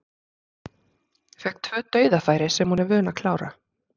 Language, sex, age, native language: Icelandic, female, 30-39, Icelandic